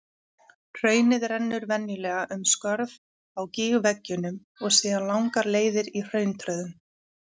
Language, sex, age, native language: Icelandic, female, 30-39, Icelandic